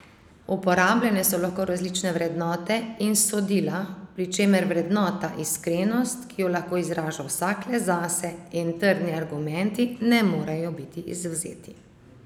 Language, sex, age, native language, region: Slovenian, female, 30-49, Slovenian, Savinja region